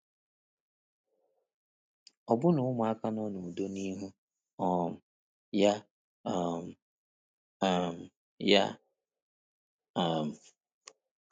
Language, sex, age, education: Igbo, male, 30-45, tertiary